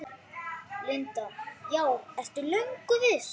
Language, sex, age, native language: Icelandic, male, 9, Icelandic